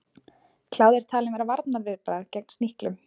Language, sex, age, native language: Icelandic, female, 20-29, Icelandic